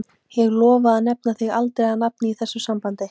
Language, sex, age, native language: Icelandic, female, 18-19, Icelandic